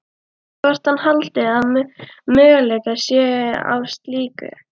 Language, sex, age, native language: Icelandic, female, 12, Icelandic